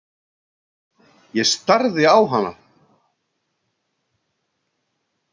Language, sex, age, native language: Icelandic, male, 60-69, Icelandic